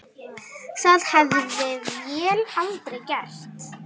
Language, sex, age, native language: Icelandic, female, 9, Icelandic